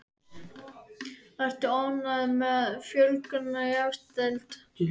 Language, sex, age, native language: Icelandic, male, 13, Icelandic